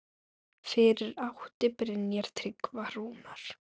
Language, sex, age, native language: Icelandic, female, 9, Icelandic